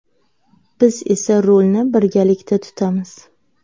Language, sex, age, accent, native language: Uzbek, female, 18-24, Navoiy, Uzbek